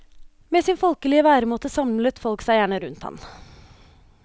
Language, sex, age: Norwegian, female, 29